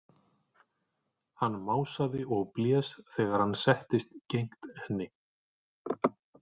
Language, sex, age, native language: Icelandic, male, 40-49, Icelandic